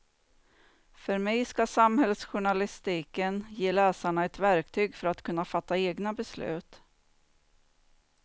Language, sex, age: Swedish, female, 49